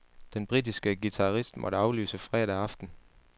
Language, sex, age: Danish, male, 18